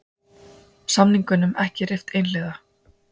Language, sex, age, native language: Icelandic, female, 20-29, Icelandic